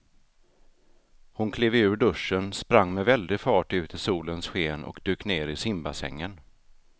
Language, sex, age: Swedish, male, 33